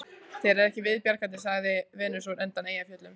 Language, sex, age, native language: Icelandic, female, 14, Icelandic